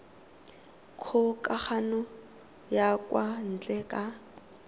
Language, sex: Tswana, female